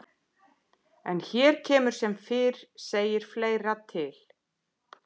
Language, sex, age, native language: Icelandic, female, 50-59, Icelandic